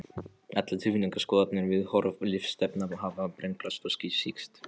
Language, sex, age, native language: Icelandic, male, 13, Polish